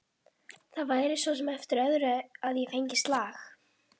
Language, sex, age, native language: Icelandic, female, 11, Icelandic